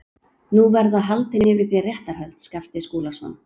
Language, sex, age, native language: Icelandic, female, 30-39, Icelandic